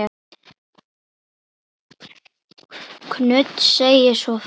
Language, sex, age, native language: Icelandic, female, 10, Icelandic